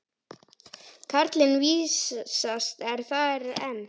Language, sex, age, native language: Icelandic, male, 9, Icelandic